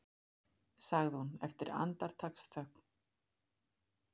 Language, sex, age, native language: Icelandic, female, 50-59, Icelandic